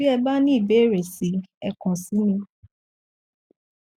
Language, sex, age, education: Yoruba, female, 15-29, tertiary